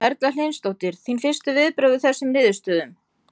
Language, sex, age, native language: Icelandic, female, 50-59, Icelandic